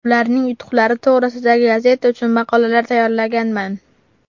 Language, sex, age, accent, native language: Uzbek, male, 12-17, Farg'ona, Uzbek